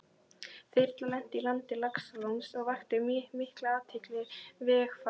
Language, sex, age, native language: Icelandic, female, 12, Icelandic